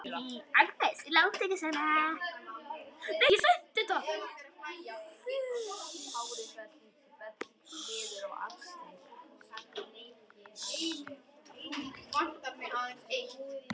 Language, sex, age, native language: Icelandic, male, 10, Icelandic